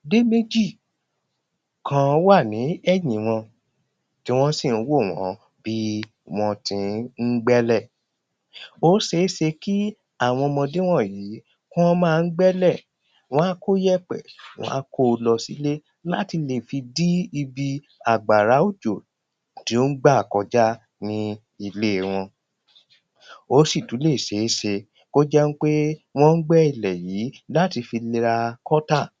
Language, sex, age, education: Yoruba, male, 30-45, primary